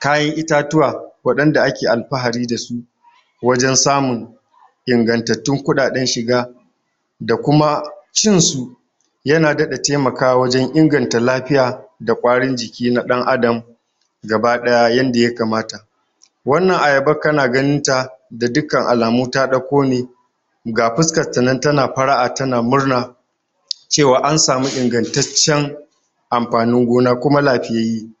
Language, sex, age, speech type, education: Hausa, male, 60+, spontaneous, tertiary